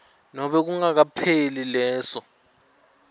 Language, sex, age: Swati, male, 21